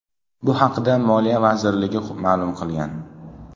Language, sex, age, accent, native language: Uzbek, male, 12-17, Namangan, Uzbek